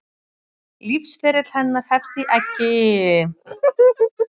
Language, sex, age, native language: Icelandic, female, 30-39, Icelandic